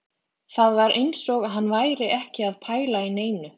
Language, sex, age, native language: Icelandic, female, 20-29, Icelandic